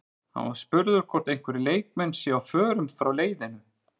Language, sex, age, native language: Icelandic, male, 40-49, Icelandic